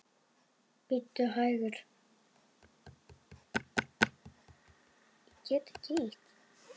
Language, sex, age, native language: Icelandic, male, 7, Icelandic